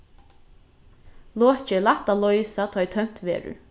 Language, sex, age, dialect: Faroese, female, 15-35, Norðurstreymoy/Eysturoy